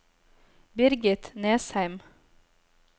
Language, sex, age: Norwegian, female, 26